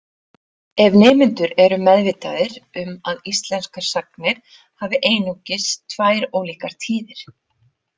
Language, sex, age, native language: Icelandic, female, 40-49, Icelandic